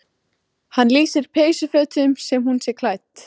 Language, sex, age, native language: Icelandic, female, 14, Icelandic